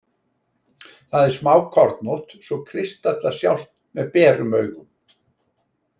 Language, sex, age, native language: Icelandic, male, 60-69, Icelandic